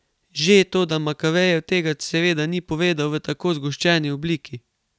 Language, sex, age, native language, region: Slovenian, male, 18-29, Slovenian, Carinthia region